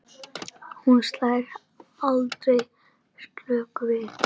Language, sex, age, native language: Icelandic, female, 10, Icelandic